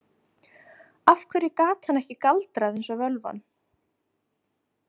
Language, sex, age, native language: Icelandic, female, 20-29, Icelandic